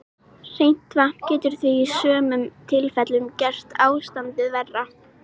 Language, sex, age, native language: Icelandic, female, 18-19, Icelandic